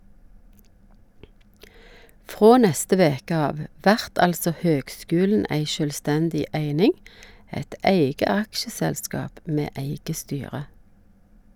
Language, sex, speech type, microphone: Norwegian, female, read, Shure